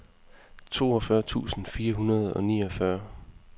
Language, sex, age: Danish, male, 20